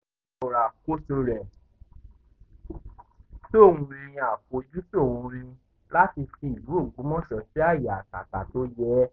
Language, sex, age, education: Yoruba, male, 15-29, tertiary